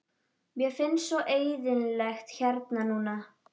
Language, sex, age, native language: Icelandic, female, 12, Icelandic